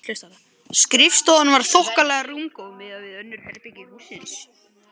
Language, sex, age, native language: Icelandic, male, 12, Icelandic